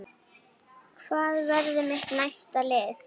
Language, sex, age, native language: Icelandic, female, 8, Icelandic